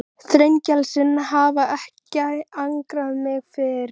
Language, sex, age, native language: Icelandic, female, 13, Icelandic